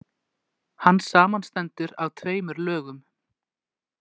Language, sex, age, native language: Icelandic, male, 20-29, Icelandic